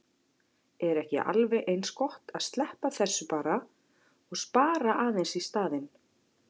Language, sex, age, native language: Icelandic, female, 40-49, Icelandic